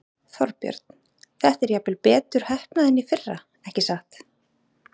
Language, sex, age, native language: Icelandic, female, 30-39, Icelandic